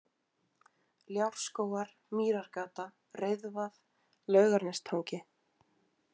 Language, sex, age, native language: Icelandic, female, 20-29, Icelandic